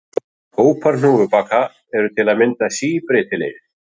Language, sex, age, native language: Icelandic, male, 40-49, Icelandic